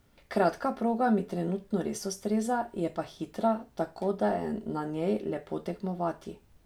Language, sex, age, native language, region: Slovenian, female, 30-49, Slovenian, Drava region